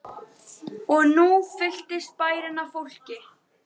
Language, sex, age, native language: Icelandic, female, 12, Icelandic